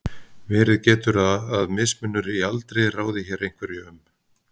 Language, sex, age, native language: Icelandic, male, 50-59, Icelandic